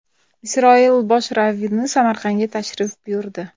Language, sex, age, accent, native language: Uzbek, female, 25-34, Samarqand, Uzbek